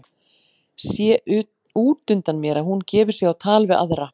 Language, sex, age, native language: Icelandic, female, 40-49, Icelandic